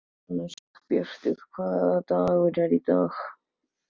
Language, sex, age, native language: Icelandic, male, 14, Icelandic